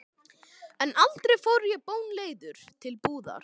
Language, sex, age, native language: Icelandic, male, 12, Icelandic